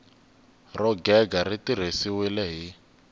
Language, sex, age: Tsonga, male, 19